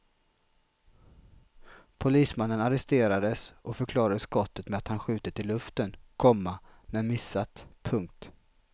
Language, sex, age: Swedish, male, 33